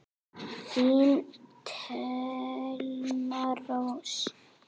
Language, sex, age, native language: Icelandic, female, 8, Icelandic